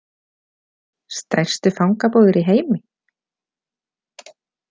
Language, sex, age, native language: Icelandic, female, 40-49, Icelandic